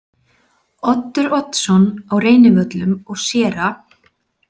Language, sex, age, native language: Icelandic, female, 40-49, Icelandic